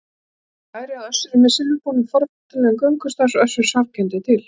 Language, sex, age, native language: Icelandic, female, 18-19, Icelandic